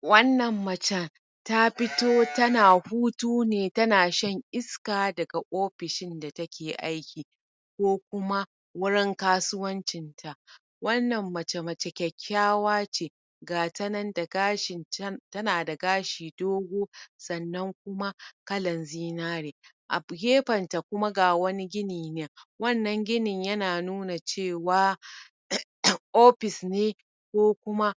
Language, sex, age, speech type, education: Hausa, female, 30-45, spontaneous, tertiary